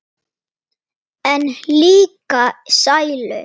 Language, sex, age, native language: Icelandic, male, 8, Icelandic